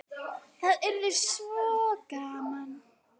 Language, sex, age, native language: Icelandic, female, 9, Icelandic